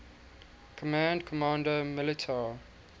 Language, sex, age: English, male, 19